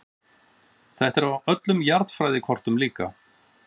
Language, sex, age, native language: Icelandic, male, 40-49, Icelandic